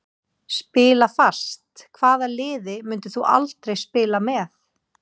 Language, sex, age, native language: Icelandic, female, 40-49, Icelandic